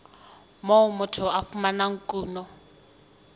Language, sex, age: Southern Sotho, female, 20